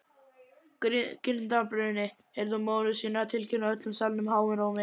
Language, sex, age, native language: Icelandic, male, 11, Icelandic